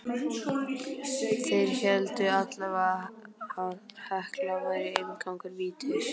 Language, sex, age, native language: Icelandic, male, 11, Icelandic